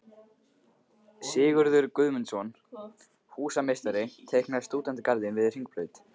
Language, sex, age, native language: Icelandic, male, 15, Icelandic